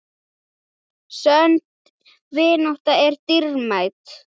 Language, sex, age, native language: Icelandic, female, 8, Icelandic